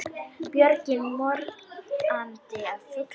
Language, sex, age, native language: Icelandic, female, 10, Icelandic